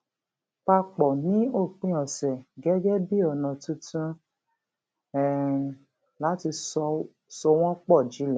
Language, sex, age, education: Yoruba, female, 46-60, tertiary